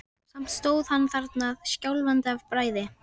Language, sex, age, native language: Icelandic, female, 13, Icelandic